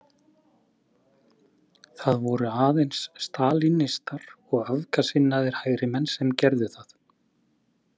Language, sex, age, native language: Icelandic, male, 30-39, Icelandic